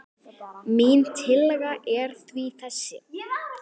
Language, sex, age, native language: Icelandic, female, 10, Icelandic